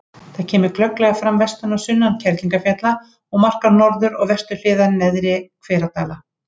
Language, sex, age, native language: Icelandic, female, 50-59, Icelandic